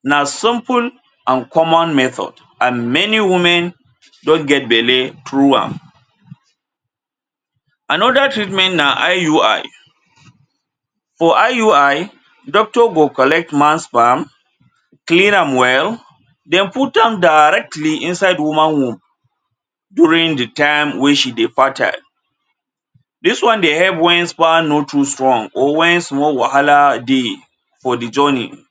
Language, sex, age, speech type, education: Nigerian Pidgin, male, 30-45, spontaneous, tertiary